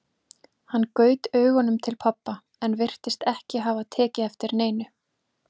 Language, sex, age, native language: Icelandic, female, 20-29, Icelandic